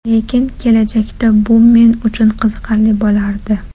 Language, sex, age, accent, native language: Uzbek, female, 18-24, Toshkent shahri, Uzbek